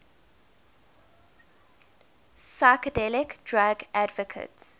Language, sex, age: English, female, 21